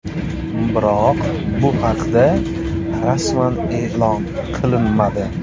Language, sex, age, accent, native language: Uzbek, male, 25-34, Buxoro, Uzbek